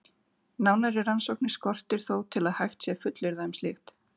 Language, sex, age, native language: Icelandic, female, 40-49, Icelandic